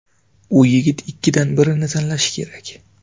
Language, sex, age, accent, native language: Uzbek, male, 25-34, Navoiy, Uzbek